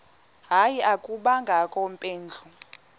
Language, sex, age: Xhosa, female, 20